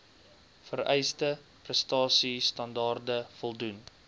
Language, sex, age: Afrikaans, male, 22